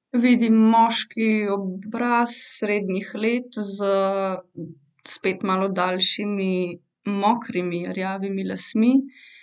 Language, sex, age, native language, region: Slovenian, female, 18-29, Slovenian, Central Slovenia